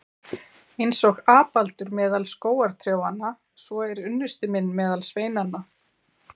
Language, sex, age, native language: Icelandic, female, 40-49, Icelandic